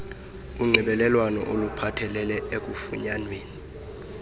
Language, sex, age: Xhosa, male, 35